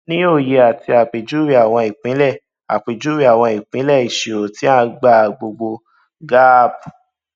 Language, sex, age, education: Yoruba, male, 15-29, tertiary